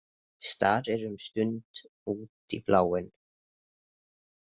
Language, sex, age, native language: Icelandic, male, 20-29, Icelandic